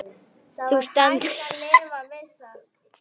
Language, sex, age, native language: Icelandic, female, 11, Icelandic